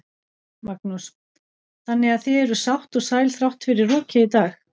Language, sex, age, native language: Icelandic, female, 40-49, Icelandic